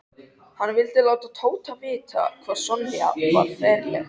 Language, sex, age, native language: Icelandic, male, 13, Icelandic